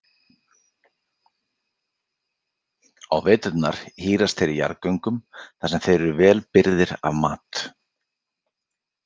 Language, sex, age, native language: Icelandic, male, 40-49, Icelandic